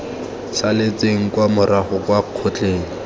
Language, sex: Tswana, male